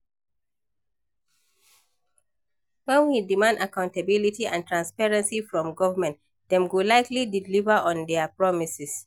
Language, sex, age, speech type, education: Nigerian Pidgin, female, 15-29, read, primary